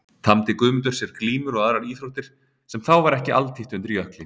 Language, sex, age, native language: Icelandic, male, 30-39, Icelandic